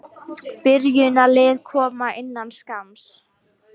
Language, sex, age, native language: Icelandic, female, 18-19, Icelandic